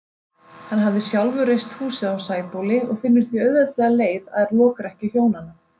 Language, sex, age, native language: Icelandic, female, 30-39, Icelandic